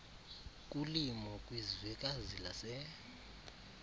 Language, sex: Xhosa, male